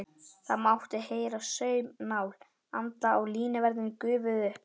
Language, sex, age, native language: Icelandic, male, 11, Icelandic